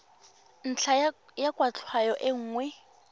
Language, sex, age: Tswana, female, 21